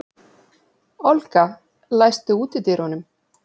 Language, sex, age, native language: Icelandic, female, 40-49, Icelandic